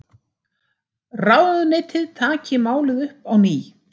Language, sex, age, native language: Icelandic, female, 60-69, Icelandic